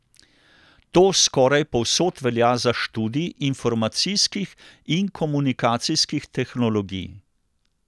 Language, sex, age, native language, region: Slovenian, male, 60+, Slovenian, Central Slovenia